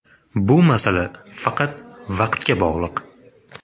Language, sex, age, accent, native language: Uzbek, male, 25-34, Farg'ona, Uzbek